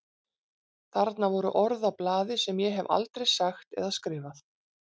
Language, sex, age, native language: Icelandic, female, 40-49, Icelandic